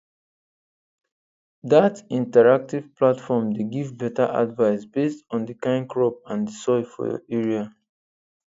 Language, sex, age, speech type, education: Nigerian Pidgin, male, 15-29, spontaneous, tertiary